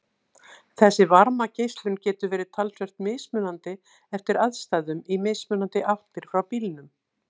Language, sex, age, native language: Icelandic, female, 60-69, Icelandic